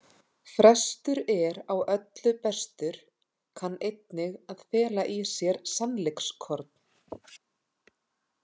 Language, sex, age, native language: Icelandic, female, 30-39, Icelandic